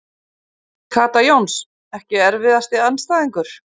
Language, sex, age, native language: Icelandic, female, 50-59, Icelandic